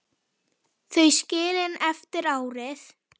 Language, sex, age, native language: Icelandic, female, 10, Icelandic